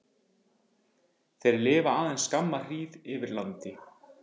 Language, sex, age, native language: Icelandic, male, 50-59, Icelandic